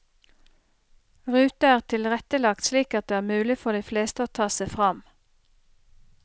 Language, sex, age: Norwegian, female, 30